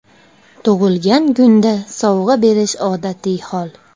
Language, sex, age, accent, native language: Uzbek, female, 35+, Andijon, Uzbek